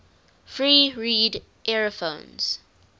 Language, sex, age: English, female, 19